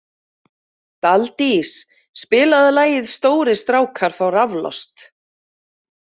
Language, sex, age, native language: Icelandic, female, 40-49, Icelandic